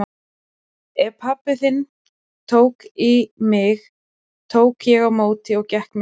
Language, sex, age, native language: Icelandic, female, 40-49, Icelandic